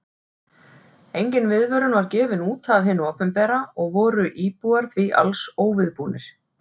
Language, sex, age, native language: Icelandic, female, 40-49, Icelandic